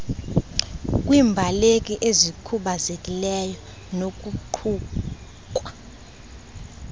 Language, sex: Xhosa, female